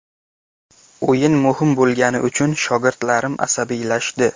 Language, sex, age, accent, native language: Uzbek, male, 18-24, Qashqadaryo, Uzbek